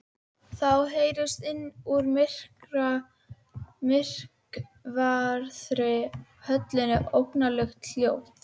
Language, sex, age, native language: Icelandic, female, 12, Icelandic